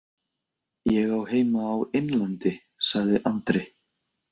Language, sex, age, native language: Icelandic, male, 20-29, Icelandic